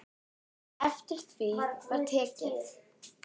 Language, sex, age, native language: Icelandic, female, 10, Icelandic